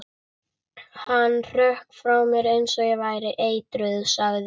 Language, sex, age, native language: Icelandic, male, 11, Icelandic